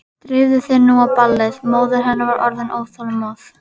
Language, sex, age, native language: Icelandic, female, 11, Icelandic